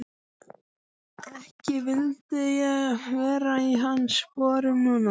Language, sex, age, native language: Icelandic, male, 12, Icelandic